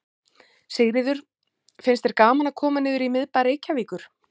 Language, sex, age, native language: Icelandic, female, 30-39, Icelandic